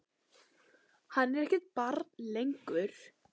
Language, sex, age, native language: Icelandic, female, 10, Icelandic